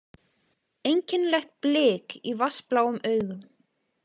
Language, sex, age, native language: Icelandic, female, 20-29, Icelandic